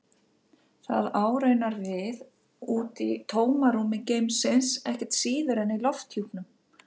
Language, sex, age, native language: Icelandic, female, 50-59, Icelandic